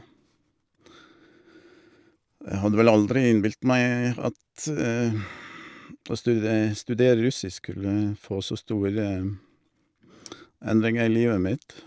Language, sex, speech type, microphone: Norwegian, male, spontaneous, Shure